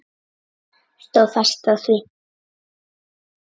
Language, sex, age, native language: Icelandic, female, 9, Icelandic